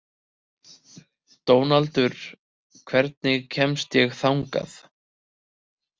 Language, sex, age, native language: Icelandic, male, 30-39, Icelandic